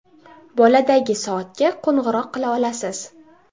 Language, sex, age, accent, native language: Uzbek, female, 19-29, Toshkent shahri, Uzbek